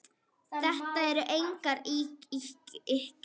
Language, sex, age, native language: Icelandic, female, 9, Icelandic